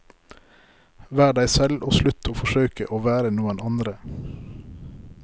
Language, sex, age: Norwegian, male, 33